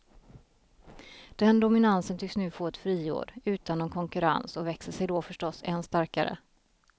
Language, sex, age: Swedish, female, 33